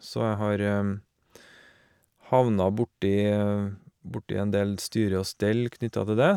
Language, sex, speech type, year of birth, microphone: Norwegian, male, spontaneous, 1970, Shure